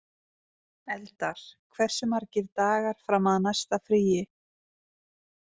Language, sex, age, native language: Icelandic, female, 20-29, Icelandic